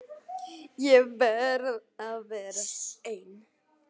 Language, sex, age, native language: Icelandic, male, 9, Icelandic